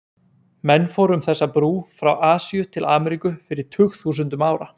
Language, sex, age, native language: Icelandic, male, 20-29, Icelandic